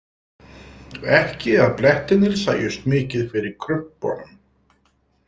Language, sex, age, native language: Icelandic, male, 60-69, Icelandic